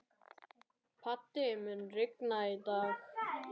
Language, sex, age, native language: Icelandic, male, 21, Icelandic